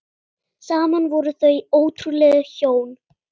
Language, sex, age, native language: Icelandic, female, 8, Icelandic